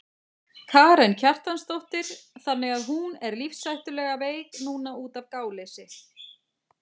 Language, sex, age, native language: Icelandic, female, 40-49, Icelandic